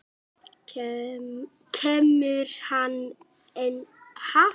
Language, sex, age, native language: Icelandic, female, 9, Icelandic